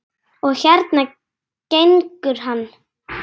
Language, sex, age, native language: Icelandic, female, 10, Icelandic